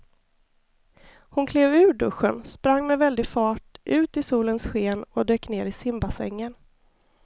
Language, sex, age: Swedish, female, 33